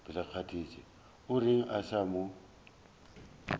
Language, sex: Northern Sotho, male